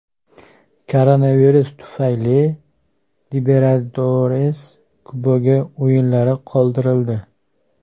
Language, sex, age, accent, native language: Uzbek, male, 25-34, Farg'ona, Uzbek